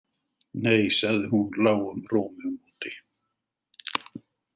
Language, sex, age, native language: Icelandic, male, 70-79, Icelandic